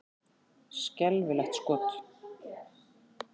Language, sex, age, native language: Icelandic, female, 40-49, Icelandic